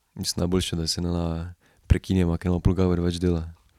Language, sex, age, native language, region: Slovenian, male, 18-29, Slovenian, Drava region